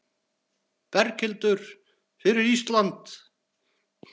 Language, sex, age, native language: Icelandic, male, 40-49, Icelandic